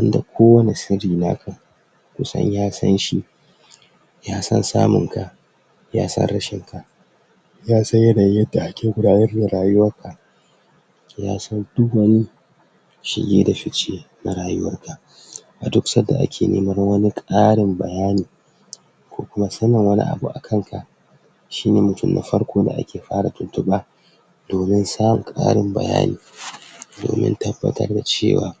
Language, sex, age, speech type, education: Hausa, male, 46-60, spontaneous, tertiary